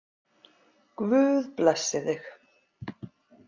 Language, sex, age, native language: Icelandic, female, 50-59, Icelandic